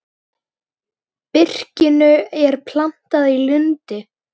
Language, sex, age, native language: Icelandic, female, 9, Icelandic